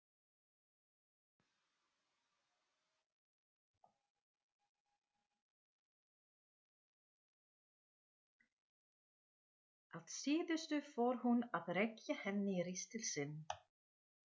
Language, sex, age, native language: Icelandic, female, 40-49, Dutch